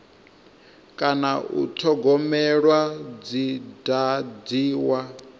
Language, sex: Venda, male